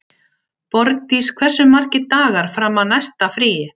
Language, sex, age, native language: Icelandic, female, 60-69, Icelandic